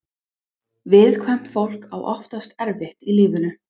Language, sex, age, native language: Icelandic, female, 20-29, English